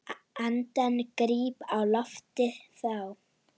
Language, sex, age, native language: Icelandic, female, 9, Icelandic